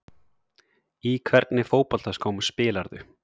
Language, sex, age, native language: Icelandic, male, 30-39, Icelandic